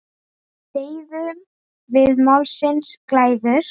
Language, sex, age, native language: Icelandic, female, 9, Icelandic